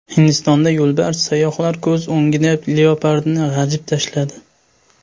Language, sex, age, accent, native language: Uzbek, male, 18-24, Sirdaryo, Uzbek